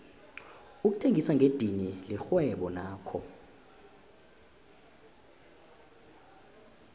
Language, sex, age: South Ndebele, male, 20